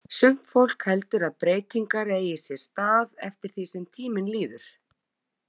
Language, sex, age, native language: Icelandic, female, 50-59, Icelandic